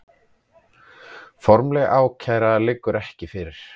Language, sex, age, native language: Icelandic, male, 30-39, Icelandic